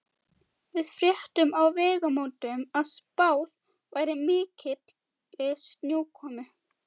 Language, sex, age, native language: Icelandic, female, 12, Icelandic